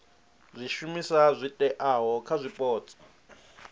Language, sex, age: Venda, male, 37